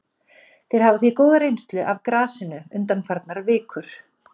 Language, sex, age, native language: Icelandic, female, 40-49, Icelandic